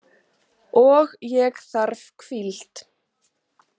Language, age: Icelandic, 18-19